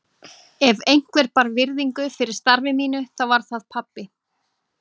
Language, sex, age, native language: Icelandic, female, 18-19, Icelandic